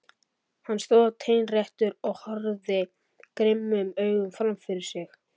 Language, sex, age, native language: Icelandic, male, 11, Icelandic